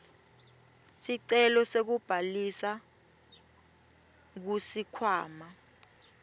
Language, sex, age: Swati, female, 21